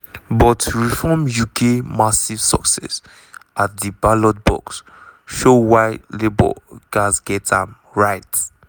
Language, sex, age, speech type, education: Nigerian Pidgin, male, 15-29, spontaneous, tertiary